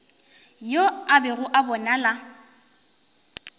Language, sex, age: Northern Sotho, female, 18